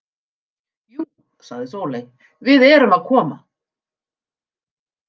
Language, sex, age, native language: Icelandic, female, 50-59, Icelandic